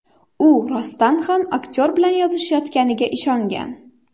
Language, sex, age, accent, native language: Uzbek, female, 18-24, Xorazm, Uzbek